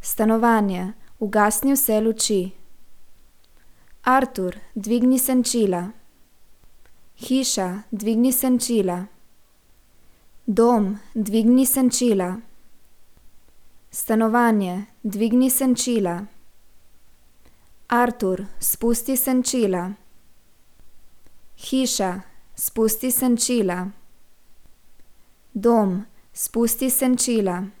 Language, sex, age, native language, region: Slovenian, female, 18-29, Slovenian, Gorica region